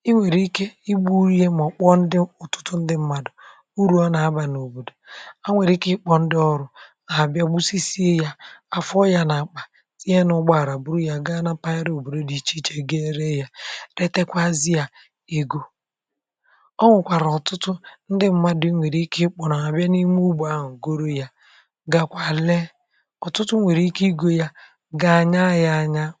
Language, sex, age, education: Igbo, female, 30-45, tertiary